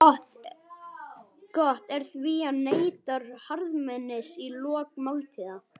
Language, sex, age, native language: Icelandic, male, 11, Icelandic